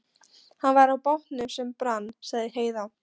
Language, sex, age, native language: Icelandic, female, 13, Polish